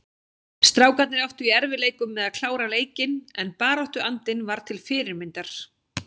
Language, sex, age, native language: Icelandic, female, 16, Icelandic